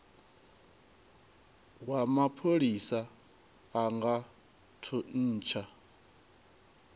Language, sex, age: Venda, male, 23